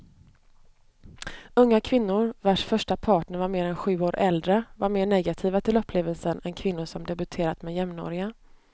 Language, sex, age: Swedish, female, 29